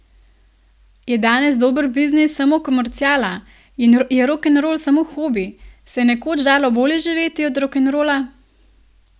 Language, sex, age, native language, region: Slovenian, female, 18-29, Slovenian, Gorenjska region